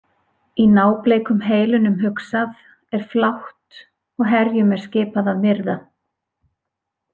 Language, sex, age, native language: Icelandic, female, 40-49, Icelandic